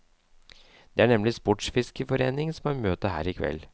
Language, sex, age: Norwegian, male, 37